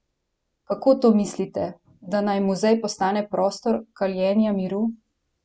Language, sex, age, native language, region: Slovenian, female, 18-29, Slovenian, Central Slovenia